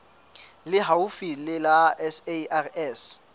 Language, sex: Southern Sotho, female